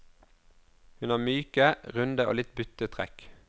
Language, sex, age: Norwegian, male, 22